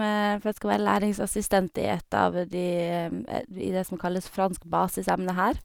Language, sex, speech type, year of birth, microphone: Norwegian, female, spontaneous, 1989, Sennheiser